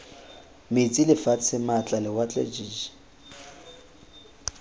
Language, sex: Tswana, male